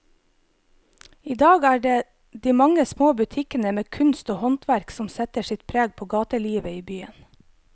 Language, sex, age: Norwegian, female, 25